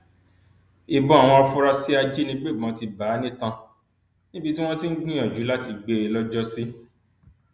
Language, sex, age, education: Yoruba, male, 30-45, tertiary